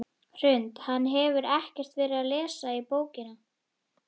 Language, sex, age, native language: Icelandic, female, 11, Icelandic